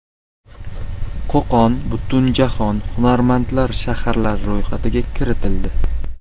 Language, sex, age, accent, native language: Uzbek, male, 18-24, Qashqadaryo, Uzbek